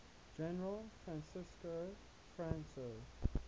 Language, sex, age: English, male, 19